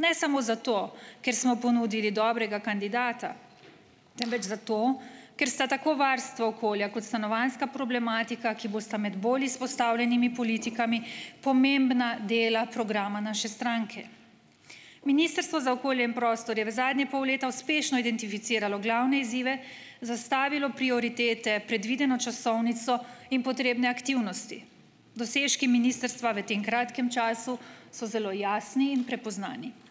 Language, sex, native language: Slovenian, female, Slovenian